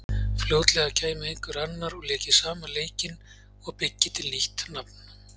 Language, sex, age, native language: Icelandic, male, 40-49, Icelandic